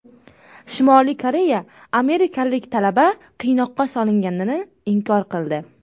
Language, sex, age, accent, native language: Uzbek, female, under 19, Toshkent viloyati, Uzbek